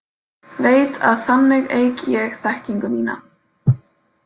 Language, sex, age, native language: Icelandic, female, 18-19, Icelandic